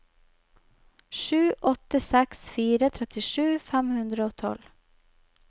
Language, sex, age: Norwegian, female, 25